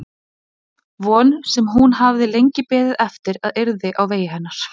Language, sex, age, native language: Icelandic, female, 20-29, Icelandic